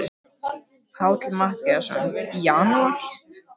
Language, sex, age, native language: Icelandic, male, 12, Icelandic